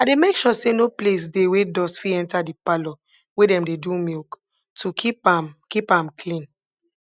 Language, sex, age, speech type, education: Nigerian Pidgin, female, 15-29, spontaneous, tertiary